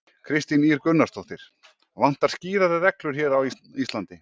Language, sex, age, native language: Icelandic, male, 40-49, Icelandic